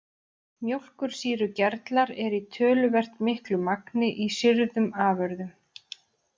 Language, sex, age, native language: Icelandic, female, 30-39, Icelandic